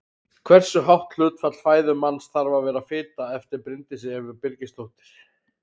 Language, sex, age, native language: Icelandic, male, 30-39, Icelandic